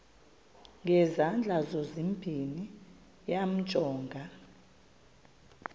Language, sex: Xhosa, female